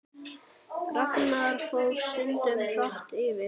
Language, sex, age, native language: Icelandic, male, 8, Icelandic